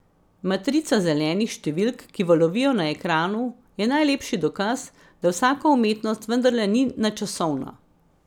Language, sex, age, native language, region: Slovenian, female, 50-59, Slovenian, Central Slovenia